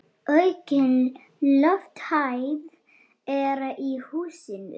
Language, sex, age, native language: Icelandic, female, 9, Icelandic